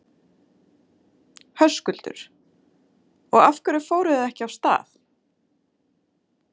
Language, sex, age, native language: Icelandic, female, 30-39, Icelandic